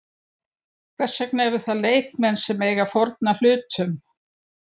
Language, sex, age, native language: Icelandic, female, 70-79, Icelandic